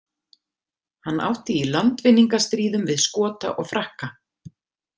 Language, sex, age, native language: Icelandic, female, 50-59, Icelandic